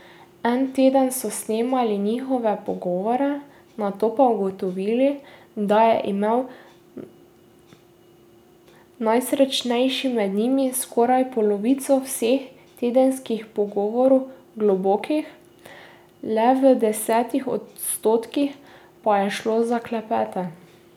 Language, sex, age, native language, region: Slovenian, female, 18-29, Slovenian, Drava region